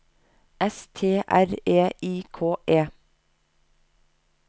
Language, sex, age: Norwegian, female, 30